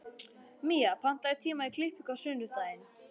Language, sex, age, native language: Icelandic, male, 11, Icelandic